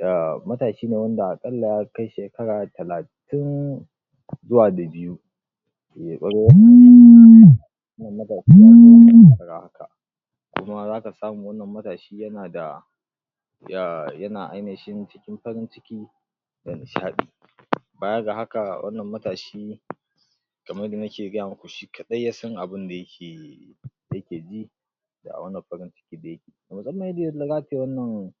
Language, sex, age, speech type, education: Hausa, male, 46-60, spontaneous, tertiary